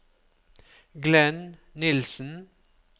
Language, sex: Norwegian, male